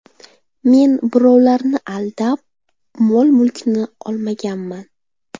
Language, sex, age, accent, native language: Uzbek, female, 18-24, Samarqand, Uzbek